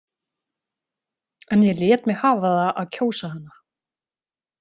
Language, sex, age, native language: Icelandic, female, 30-39, Icelandic